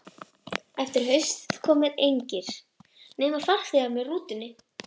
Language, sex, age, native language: Icelandic, female, 11, Icelandic